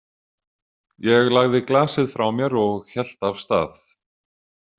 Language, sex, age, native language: Icelandic, male, 40-49, Icelandic